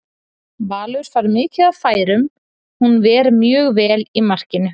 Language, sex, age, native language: Icelandic, female, 30-39, Icelandic